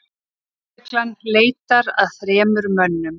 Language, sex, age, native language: Icelandic, female, 30-39, Icelandic